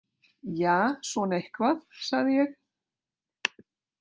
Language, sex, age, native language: Icelandic, female, 60-69, Icelandic